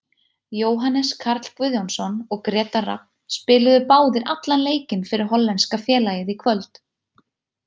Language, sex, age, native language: Icelandic, female, 20-29, Icelandic